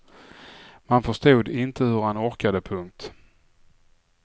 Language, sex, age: Swedish, male, 44